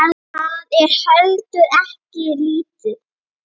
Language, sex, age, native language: Icelandic, female, 9, Icelandic